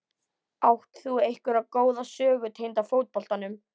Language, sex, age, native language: Icelandic, female, 11, Icelandic